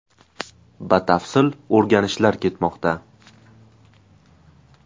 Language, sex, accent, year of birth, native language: Uzbek, male, Farg'ona, 2004, Uzbek